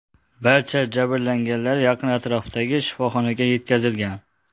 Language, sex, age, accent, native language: Uzbek, male, 18-24, Xorazm, Uzbek